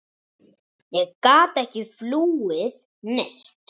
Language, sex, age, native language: Icelandic, male, 10, Icelandic